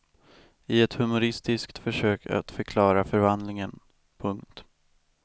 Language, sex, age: Swedish, male, 18